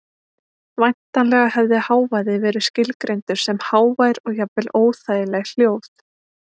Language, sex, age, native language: Icelandic, female, 20-29, Icelandic